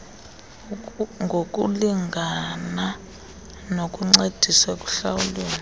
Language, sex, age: Xhosa, female, 30